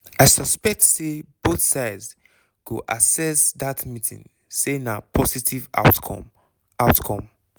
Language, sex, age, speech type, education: Nigerian Pidgin, male, 15-29, spontaneous, tertiary